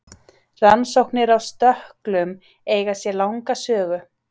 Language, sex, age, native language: Icelandic, female, 30-39, Icelandic